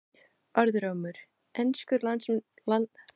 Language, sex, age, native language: Icelandic, female, 20-29, Portuguese